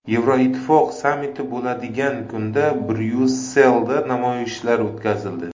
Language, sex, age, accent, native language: Uzbek, male, 25-34, Samarqand, Uzbek